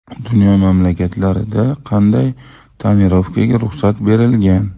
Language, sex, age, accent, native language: Uzbek, male, 35+, Farg'ona, Uzbek